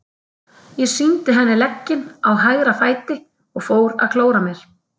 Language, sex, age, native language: Icelandic, female, 30-39, Icelandic